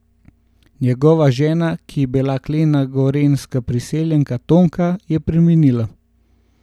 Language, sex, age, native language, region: Slovenian, male, 18-29, Slovenian, Gorenjska region